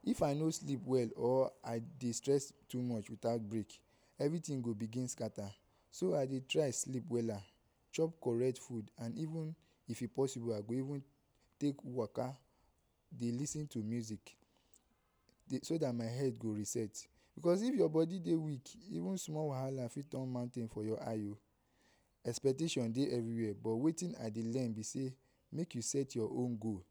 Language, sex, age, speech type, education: Nigerian Pidgin, male, 15-29, spontaneous, tertiary